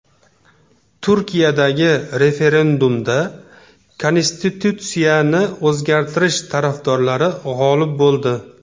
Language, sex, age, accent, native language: Uzbek, male, 35+, Namangan, Uzbek